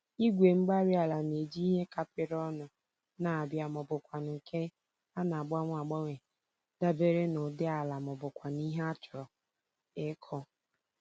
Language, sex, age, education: Igbo, female, 15-29, tertiary